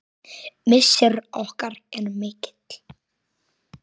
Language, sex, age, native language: Icelandic, male, 9, Icelandic